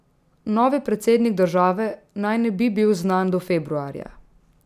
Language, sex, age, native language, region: Slovenian, female, 18-29, Slovenian, Drava region